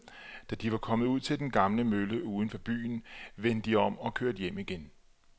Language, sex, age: Danish, male, 34